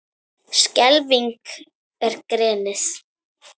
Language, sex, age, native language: Icelandic, female, 9, Icelandic